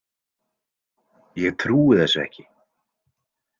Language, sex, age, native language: Icelandic, male, 20-29, Icelandic